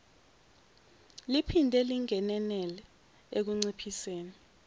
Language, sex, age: Zulu, female, 17